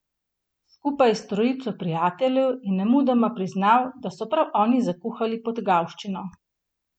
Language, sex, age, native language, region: Slovenian, female, 30-49, Slovenian, Gorenjska region